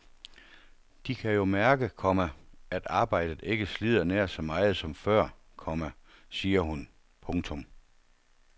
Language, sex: Danish, male